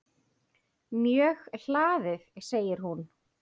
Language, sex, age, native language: Icelandic, female, 8, Icelandic